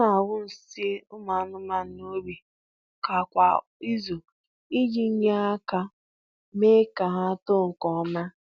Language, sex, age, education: Igbo, female, 15-29, tertiary